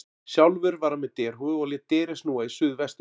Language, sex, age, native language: Icelandic, male, 40-49, Icelandic